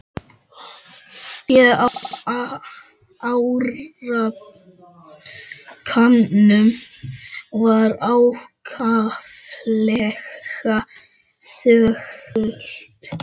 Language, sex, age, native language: Icelandic, male, 12, Icelandic